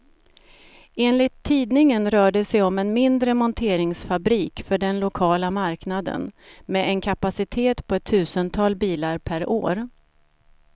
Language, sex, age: Swedish, female, 47